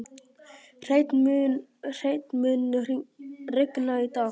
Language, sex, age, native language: Icelandic, female, 50-59, Icelandic